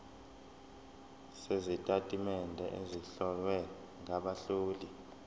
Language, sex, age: Zulu, male, 20